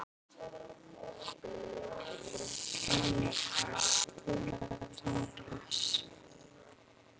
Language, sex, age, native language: Icelandic, other, 12, Icelandic